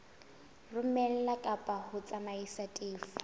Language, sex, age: Southern Sotho, female, 22